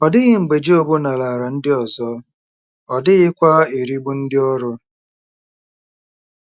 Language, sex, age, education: Igbo, male, 30-45, tertiary